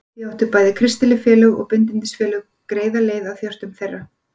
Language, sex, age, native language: Icelandic, female, 40-49, Icelandic